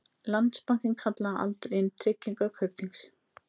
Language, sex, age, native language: Icelandic, female, 30-39, Icelandic